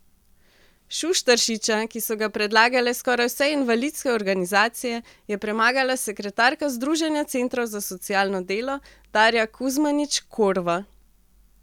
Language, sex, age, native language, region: Slovenian, female, 18-29, Slovenian, Central Slovenia